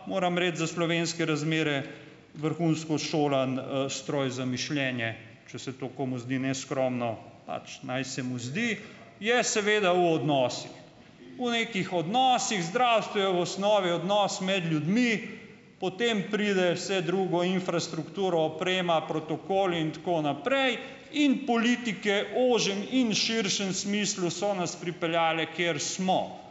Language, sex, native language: Slovenian, male, Slovenian